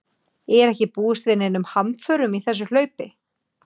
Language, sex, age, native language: Icelandic, female, 40-49, Icelandic